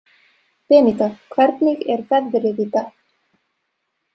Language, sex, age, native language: Icelandic, female, 30-39, Serbo-Croatian